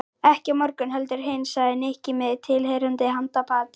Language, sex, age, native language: Icelandic, female, 11, Icelandic